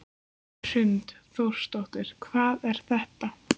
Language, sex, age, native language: Icelandic, female, 15, Icelandic